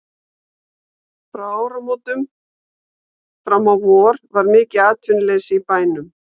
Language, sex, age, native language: Icelandic, female, 50-59, Icelandic